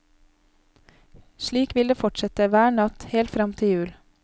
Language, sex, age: Norwegian, female, 31